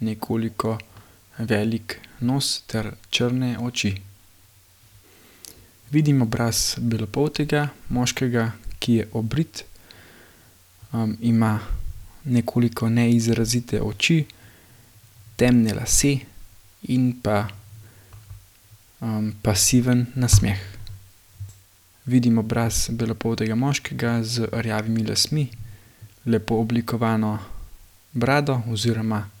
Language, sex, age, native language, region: Slovenian, male, 18-29, Slovenian, Gorenjska region